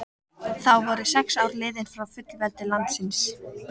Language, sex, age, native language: Icelandic, female, 14, Icelandic